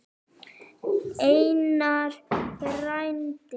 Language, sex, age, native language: Icelandic, female, 9, Icelandic